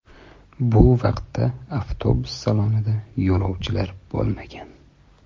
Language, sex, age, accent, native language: Uzbek, male, 25-34, Toshkent shahri, Uzbek